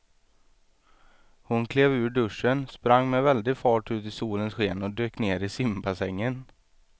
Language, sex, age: Swedish, male, 23